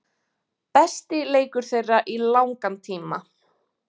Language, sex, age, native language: Icelandic, female, 20-29, Icelandic